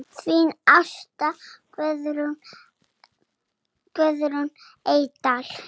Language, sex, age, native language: Icelandic, female, 6, Icelandic